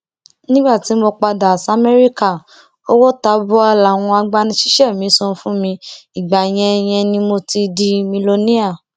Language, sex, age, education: Yoruba, female, 15-29, tertiary